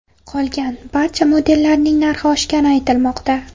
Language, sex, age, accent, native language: Uzbek, female, 18-24, Farg'ona, Uzbek